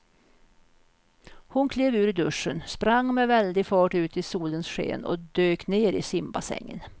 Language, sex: Swedish, female